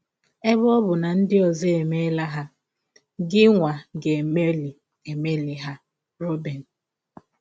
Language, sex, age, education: Igbo, female, 15-29, tertiary